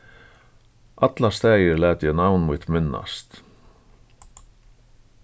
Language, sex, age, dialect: Faroese, male, 36-60, Suðurstreymoy